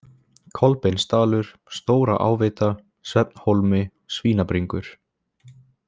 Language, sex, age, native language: Icelandic, male, 20-29, Icelandic